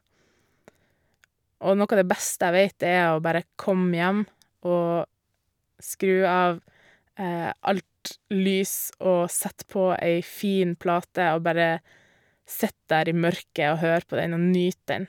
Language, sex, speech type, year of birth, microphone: Norwegian, female, spontaneous, 1988, Shure